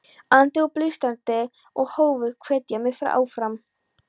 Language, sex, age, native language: Icelandic, female, 13, Polish